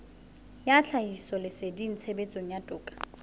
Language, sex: Southern Sotho, female